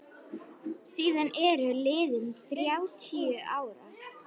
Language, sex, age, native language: Icelandic, female, 9, Icelandic